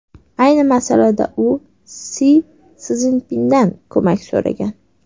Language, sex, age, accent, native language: Uzbek, female, 18-24, Sirdaryo, Uzbek